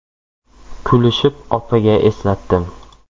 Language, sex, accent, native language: Uzbek, male, Jizzax, Uzbek